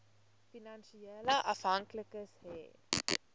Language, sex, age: Afrikaans, female, 18